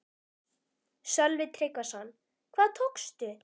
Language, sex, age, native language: Icelandic, female, 12, Icelandic